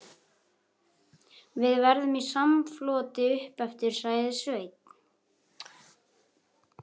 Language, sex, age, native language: Icelandic, male, 11, Icelandic